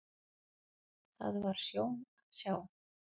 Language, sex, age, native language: Icelandic, female, 40-49, Icelandic